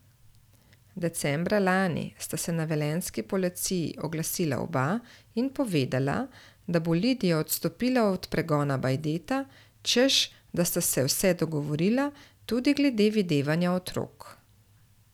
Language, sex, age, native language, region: Slovenian, female, 30-49, Slovenian, Central Slovenia